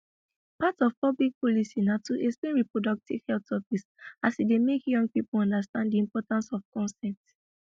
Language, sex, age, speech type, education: Nigerian Pidgin, female, 15-29, spontaneous, tertiary